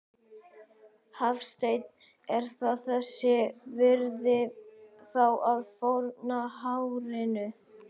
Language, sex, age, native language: Icelandic, male, 12, Icelandic